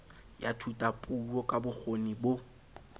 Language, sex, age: Southern Sotho, male, 20